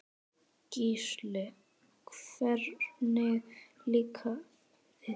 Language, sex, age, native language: Icelandic, female, 10, Icelandic